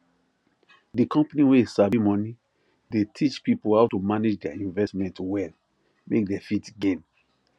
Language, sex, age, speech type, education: Nigerian Pidgin, male, 30-45, spontaneous, tertiary